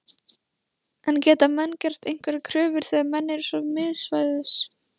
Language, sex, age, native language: Icelandic, female, 16, Icelandic